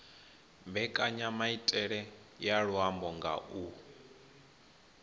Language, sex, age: Venda, male, 21